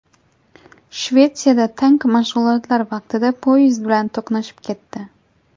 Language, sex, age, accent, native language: Uzbek, female, 18-24, Jizzax, Uzbek